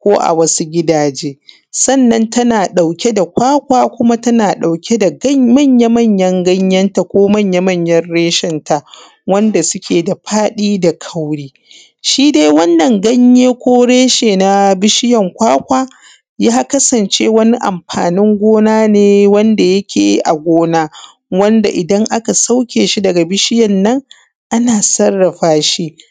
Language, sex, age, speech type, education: Hausa, female, 15-29, spontaneous, tertiary